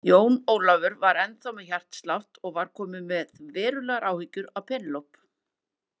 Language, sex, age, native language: Icelandic, female, 40-49, Icelandic